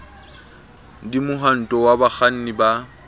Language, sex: Southern Sotho, male